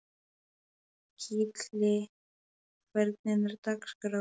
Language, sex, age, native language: Icelandic, male, 11, Polish